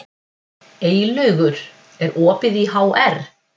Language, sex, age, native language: Icelandic, female, 50-59, Icelandic